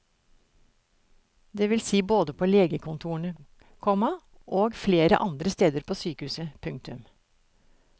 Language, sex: Norwegian, female